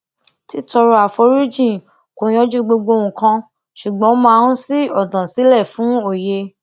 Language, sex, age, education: Yoruba, female, 15-29, tertiary